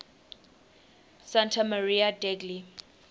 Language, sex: English, female